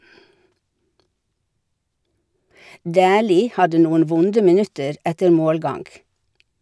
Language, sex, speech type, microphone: Norwegian, female, read, Shure